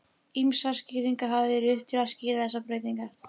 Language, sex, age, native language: Icelandic, female, 15, Icelandic